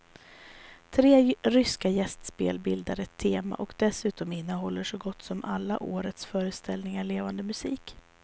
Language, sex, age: Swedish, female, 34